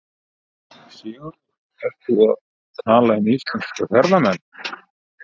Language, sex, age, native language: Icelandic, male, 50-59, Icelandic